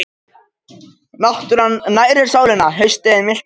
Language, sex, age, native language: Icelandic, male, 18-19, Japanese